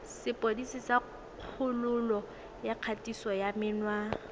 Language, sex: Tswana, female